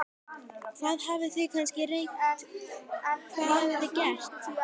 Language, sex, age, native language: Icelandic, female, 12, Icelandic